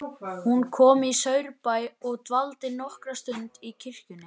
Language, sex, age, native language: Icelandic, male, 11, Icelandic